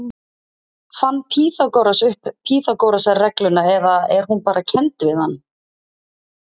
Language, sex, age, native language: Icelandic, female, 30-39, Icelandic